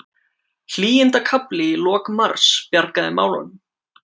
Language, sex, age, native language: Icelandic, male, 18-19, Icelandic